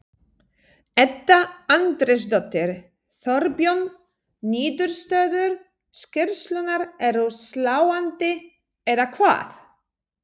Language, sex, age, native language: Icelandic, female, 40-49, Polish